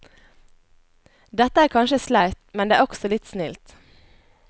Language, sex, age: Norwegian, female, 21